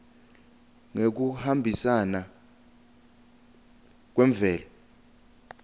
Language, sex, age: Swati, male, 20